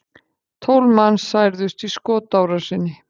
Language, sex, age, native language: Icelandic, female, 50-59, Icelandic